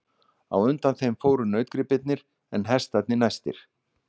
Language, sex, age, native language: Icelandic, male, 60-69, Icelandic